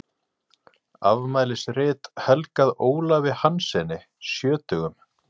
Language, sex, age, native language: Icelandic, male, 40-49, Icelandic